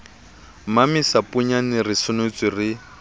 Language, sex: Southern Sotho, male